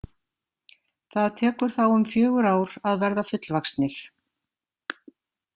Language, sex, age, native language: Icelandic, female, 50-59, Icelandic